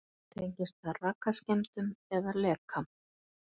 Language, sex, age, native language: Icelandic, female, 50-59, Icelandic